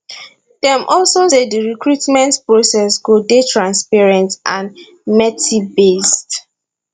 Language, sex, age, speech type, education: Nigerian Pidgin, female, 15-29, spontaneous, tertiary